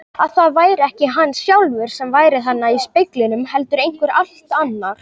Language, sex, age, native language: Icelandic, male, 18-19, Icelandic